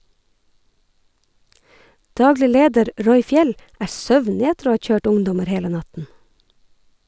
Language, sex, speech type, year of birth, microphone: Norwegian, female, read, 1969, Sennheiser